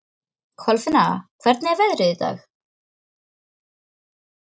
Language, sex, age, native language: Icelandic, female, 13, Icelandic